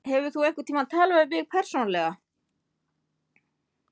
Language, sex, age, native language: Icelandic, female, 50-59, Icelandic